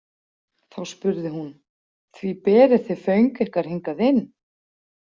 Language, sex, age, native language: Icelandic, female, 40-49, Icelandic